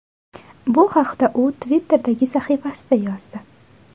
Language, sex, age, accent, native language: Uzbek, female, 18-24, Navoiy, Uzbek